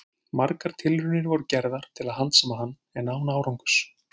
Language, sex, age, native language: Icelandic, male, 40-49, Icelandic